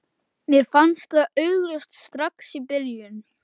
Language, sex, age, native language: Icelandic, male, 11, Icelandic